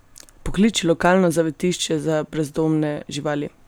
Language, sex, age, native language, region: Slovenian, female, 18-29, Slovenian, Gorenjska region